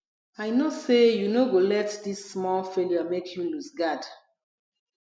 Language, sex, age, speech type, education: Nigerian Pidgin, female, 30-45, spontaneous, tertiary